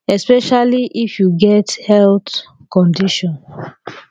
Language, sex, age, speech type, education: Nigerian Pidgin, female, 30-45, spontaneous, tertiary